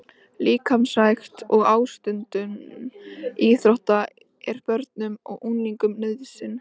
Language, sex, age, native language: Icelandic, female, 13, Icelandic